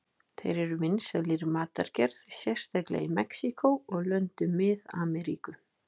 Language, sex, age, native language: Icelandic, female, 20-29, Icelandic